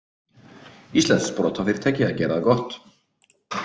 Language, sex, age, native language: Icelandic, male, 30-39, Icelandic